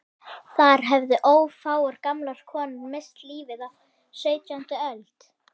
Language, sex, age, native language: Icelandic, female, 11, Icelandic